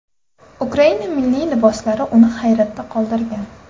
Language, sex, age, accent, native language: Uzbek, female, 18-24, Andijon, Uzbek